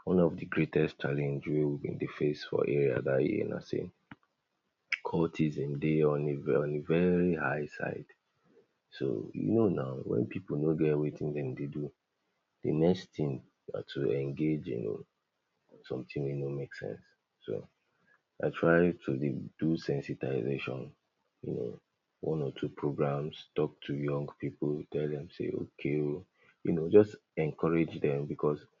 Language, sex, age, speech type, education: Nigerian Pidgin, male, 60+, spontaneous, tertiary